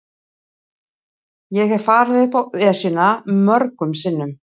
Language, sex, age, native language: Icelandic, female, 60-69, Icelandic